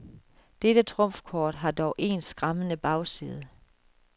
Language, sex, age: Danish, female, 36